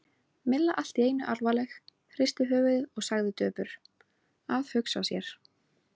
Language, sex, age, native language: Icelandic, female, 18-19, Icelandic